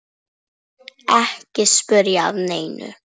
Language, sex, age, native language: Icelandic, female, 10, Icelandic